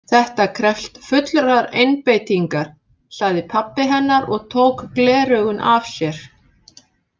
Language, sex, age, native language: Icelandic, female, 50-59, Icelandic